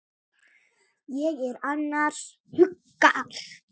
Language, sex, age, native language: Icelandic, female, 8, Icelandic